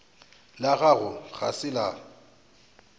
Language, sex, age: Northern Sotho, male, 29